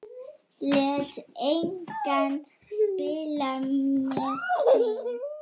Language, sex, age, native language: Icelandic, female, 9, Icelandic